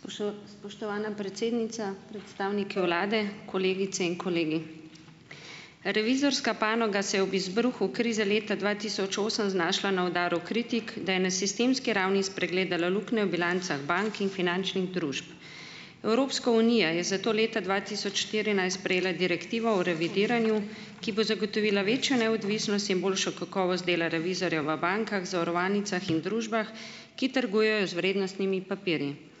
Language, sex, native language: Slovenian, female, Slovenian